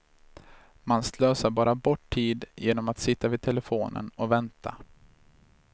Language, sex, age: Swedish, male, 26